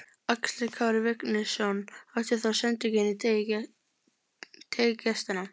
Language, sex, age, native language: Icelandic, female, 30-39, Icelandic